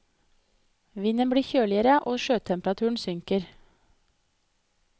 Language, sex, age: Norwegian, female, 30